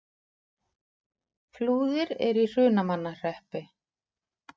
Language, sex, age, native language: Icelandic, female, 40-49, Icelandic